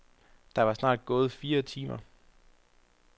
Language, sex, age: Danish, male, 25